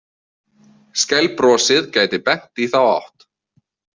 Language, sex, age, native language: Icelandic, male, 20-29, Icelandic